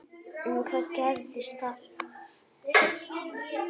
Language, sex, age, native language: Icelandic, female, 9, Icelandic